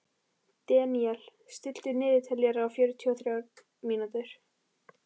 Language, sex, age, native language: Icelandic, female, 13, Icelandic